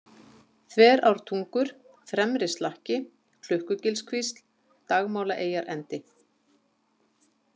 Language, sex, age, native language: Icelandic, female, 50-59, Icelandic